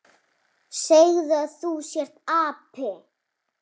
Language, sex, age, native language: Icelandic, female, 7, Icelandic